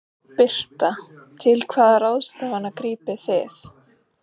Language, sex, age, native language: Icelandic, female, 30-39, Icelandic